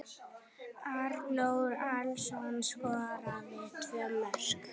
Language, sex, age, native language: Icelandic, female, 9, Icelandic